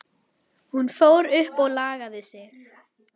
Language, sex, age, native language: Icelandic, female, 11, Icelandic